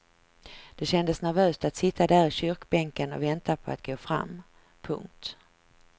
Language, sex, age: Swedish, female, 49